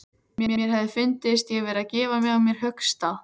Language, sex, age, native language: Icelandic, female, 14, Icelandic